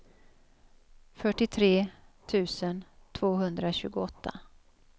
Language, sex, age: Swedish, female, 56